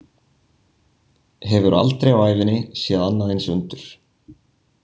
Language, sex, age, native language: Icelandic, male, 20-29, Icelandic